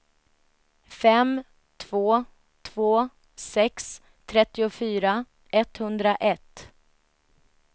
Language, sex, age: Swedish, female, 33